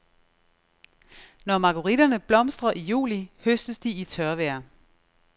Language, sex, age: Danish, female, 36